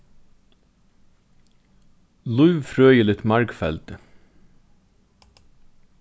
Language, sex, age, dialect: Faroese, male, 36-60, Norðurstreymoy/Eysturoy